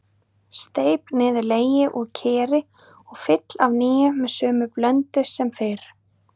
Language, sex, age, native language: Icelandic, female, 30-39, Icelandic